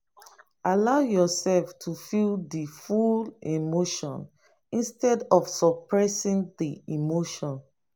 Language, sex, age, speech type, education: Nigerian Pidgin, female, 30-45, spontaneous, tertiary